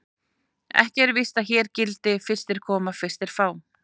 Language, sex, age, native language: Icelandic, female, 40-49, Icelandic